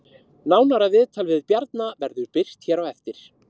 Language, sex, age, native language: Icelandic, male, 30-39, Icelandic